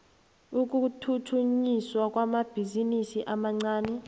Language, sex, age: South Ndebele, female, 23